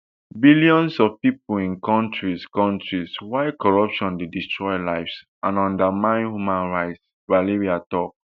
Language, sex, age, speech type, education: Nigerian Pidgin, male, 15-29, spontaneous, tertiary